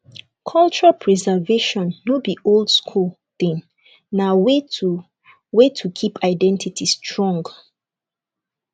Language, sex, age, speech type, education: Nigerian Pidgin, female, 15-29, spontaneous, tertiary